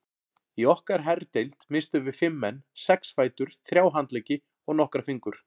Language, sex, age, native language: Icelandic, male, 40-49, Icelandic